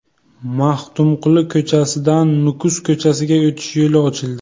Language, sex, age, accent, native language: Uzbek, male, 18-24, Buxoro, Uzbek